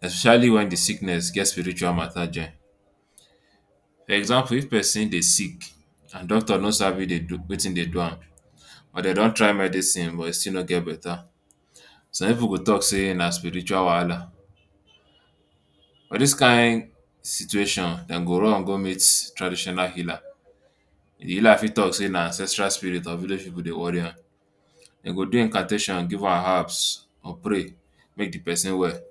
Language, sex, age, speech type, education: Nigerian Pidgin, male, 15-29, spontaneous, tertiary